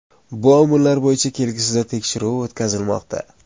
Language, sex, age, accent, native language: Uzbek, male, 25-34, Surxondaryo, Uzbek